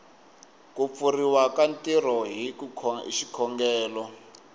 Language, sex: Tsonga, male